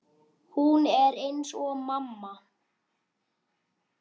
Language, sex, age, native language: Icelandic, male, 10, Icelandic